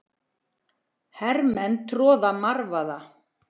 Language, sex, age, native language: Icelandic, female, 40-49, Icelandic